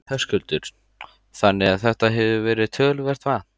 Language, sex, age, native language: Icelandic, male, 14, Icelandic